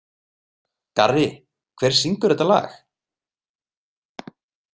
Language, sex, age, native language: Icelandic, male, 30-39, Icelandic